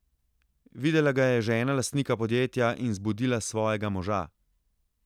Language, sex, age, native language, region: Slovenian, male, 30-49, Slovenian, Central Slovenia